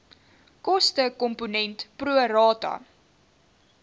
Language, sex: Afrikaans, female